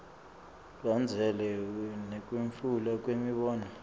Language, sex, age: Swati, male, 24